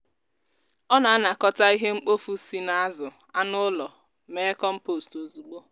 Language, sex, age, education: Igbo, female, 15-29, tertiary